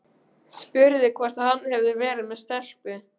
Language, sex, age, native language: Icelandic, male, 12, Icelandic